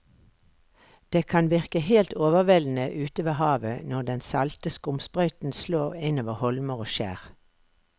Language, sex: Norwegian, female